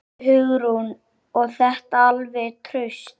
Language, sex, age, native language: Icelandic, male, 8, Icelandic